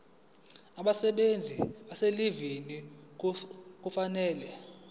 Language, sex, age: Zulu, male, 20